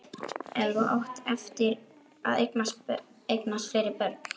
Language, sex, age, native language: Icelandic, male, 11, Icelandic